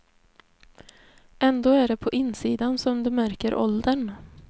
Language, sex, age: Swedish, female, 20